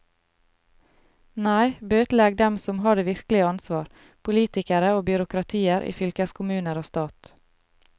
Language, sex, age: Norwegian, female, 33